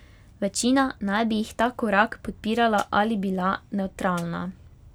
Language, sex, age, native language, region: Slovenian, female, 18-29, Slovenian, Pomurje region